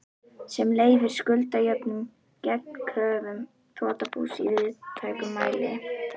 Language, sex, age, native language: Icelandic, female, 11, Icelandic